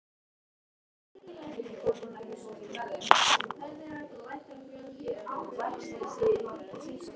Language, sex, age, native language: Icelandic, male, 13, Icelandic